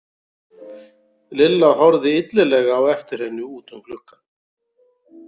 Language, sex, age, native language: Icelandic, male, 40-49, Icelandic